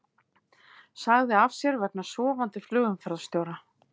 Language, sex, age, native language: Icelandic, female, 50-59, Icelandic